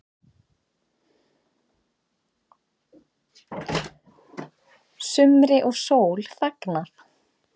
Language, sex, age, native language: Icelandic, female, 30-39, Icelandic